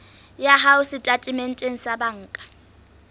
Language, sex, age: Southern Sotho, female, 20